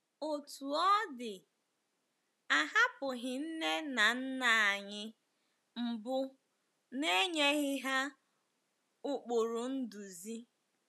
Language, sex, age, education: Igbo, female, 15-29, tertiary